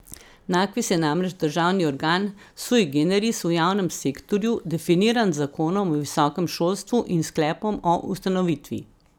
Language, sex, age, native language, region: Slovenian, female, 50-59, Slovenian, Central Slovenia